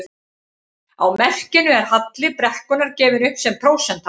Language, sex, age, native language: Icelandic, female, 50-59, Icelandic